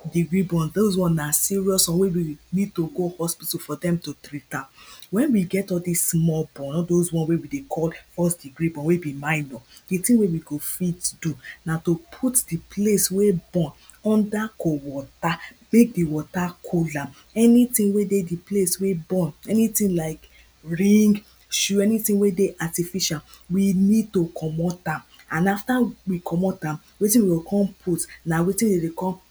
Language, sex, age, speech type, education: Nigerian Pidgin, female, 15-29, spontaneous, primary